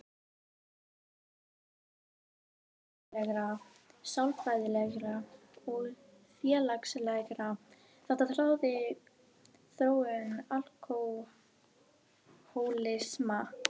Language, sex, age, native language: Icelandic, female, 18-19, Icelandic